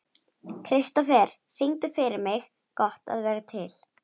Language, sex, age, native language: Icelandic, female, 11, Icelandic